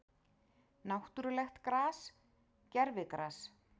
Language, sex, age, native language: Icelandic, female, 40-49, Icelandic